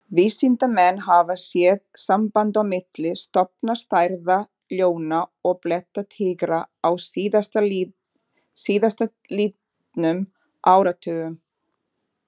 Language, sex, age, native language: Icelandic, female, 40-49, Portuguese